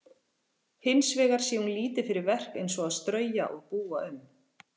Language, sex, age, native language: Icelandic, female, 40-49, Icelandic